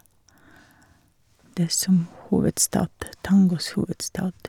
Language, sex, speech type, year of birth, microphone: Norwegian, female, spontaneous, 1951, Shure